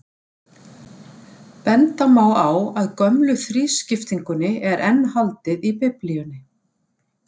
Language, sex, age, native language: Icelandic, female, 60-69, Icelandic